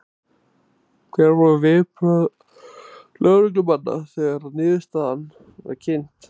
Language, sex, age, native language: Icelandic, male, 20-29, Icelandic